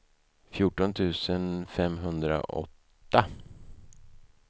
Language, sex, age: Swedish, male, 55